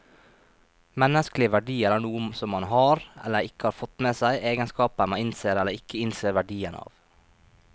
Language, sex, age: Norwegian, male, 23